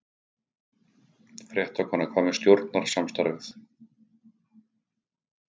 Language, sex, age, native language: Icelandic, male, 50-59, Icelandic